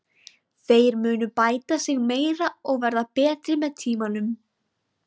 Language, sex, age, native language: Icelandic, female, 20-29, Icelandic